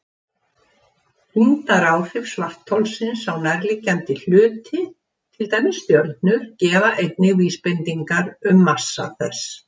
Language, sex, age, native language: Icelandic, female, 70-79, Icelandic